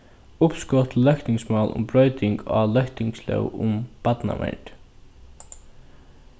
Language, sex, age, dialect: Faroese, male, 15-35, Norðurstreymoy/Eysturoy